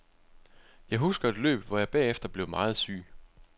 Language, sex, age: Danish, male, 25